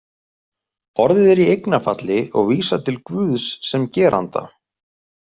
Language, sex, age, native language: Icelandic, male, 30-39, Icelandic